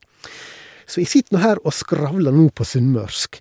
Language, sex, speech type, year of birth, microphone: Norwegian, male, spontaneous, 1970, Shure